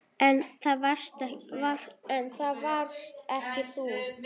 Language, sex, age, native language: Icelandic, female, 9, Icelandic